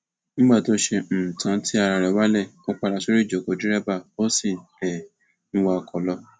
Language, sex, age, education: Yoruba, male, 15-29, tertiary